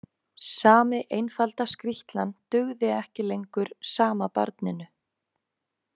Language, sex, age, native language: Icelandic, female, 20-29, Icelandic